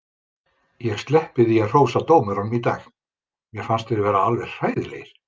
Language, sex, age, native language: Icelandic, male, 50-59, Icelandic